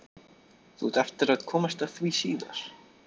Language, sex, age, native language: Icelandic, male, 13, Icelandic